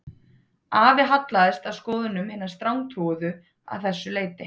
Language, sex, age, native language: Icelandic, female, 30-39, Icelandic